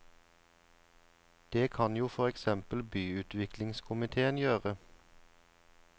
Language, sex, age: Norwegian, male, 34